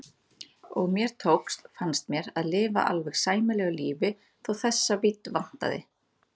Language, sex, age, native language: Icelandic, female, 30-39, Icelandic